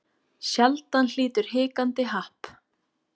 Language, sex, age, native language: Icelandic, female, 18-19, Icelandic